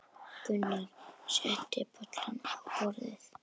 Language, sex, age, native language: Icelandic, female, 10, Icelandic